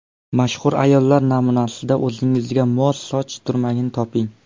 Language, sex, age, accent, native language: Uzbek, male, under 19, Surxondaryo, Uzbek